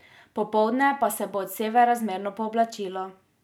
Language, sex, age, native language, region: Slovenian, female, 18-29, Slovenian, Drava region